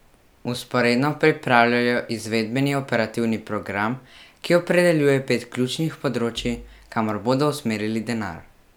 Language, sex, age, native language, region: Slovenian, male, 12-17, Slovenian, Central Slovenia